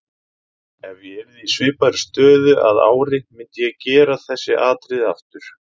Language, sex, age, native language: Icelandic, male, 30-39, Icelandic